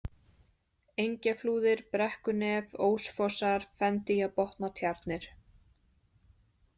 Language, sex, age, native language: Icelandic, female, 20-29, Icelandic